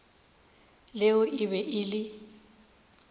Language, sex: Northern Sotho, female